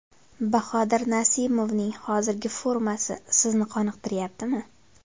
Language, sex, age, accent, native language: Uzbek, female, 25-34, Farg'ona, Uzbek